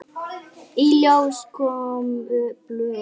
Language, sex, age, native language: Icelandic, female, 8, Icelandic